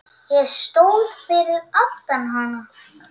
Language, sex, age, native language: Icelandic, male, 7, Icelandic